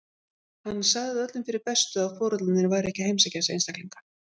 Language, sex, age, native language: Icelandic, female, 50-59, Icelandic